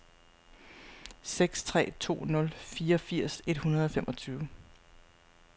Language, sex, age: Danish, female, 35